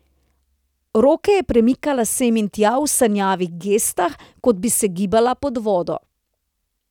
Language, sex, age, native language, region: Slovenian, female, 30-49, Slovenian, Central Slovenia